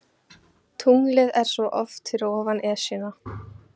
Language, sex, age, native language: Icelandic, female, 15, Icelandic